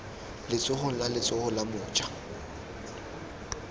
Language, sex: Tswana, male